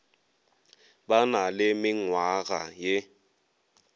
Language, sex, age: Northern Sotho, male, 22